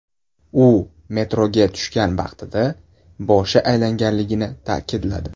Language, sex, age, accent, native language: Uzbek, male, 18-24, Buxoro, Uzbek